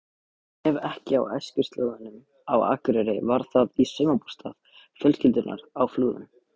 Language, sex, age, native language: Icelandic, male, 18-19, Icelandic